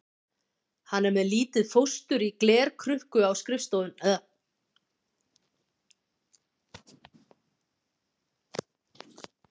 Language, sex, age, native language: Icelandic, female, 50-59, Icelandic